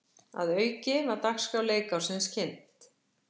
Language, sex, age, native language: Icelandic, female, 60-69, Icelandic